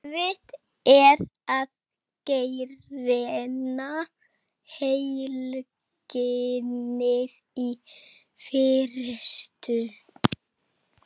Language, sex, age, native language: Icelandic, female, 30-39, Icelandic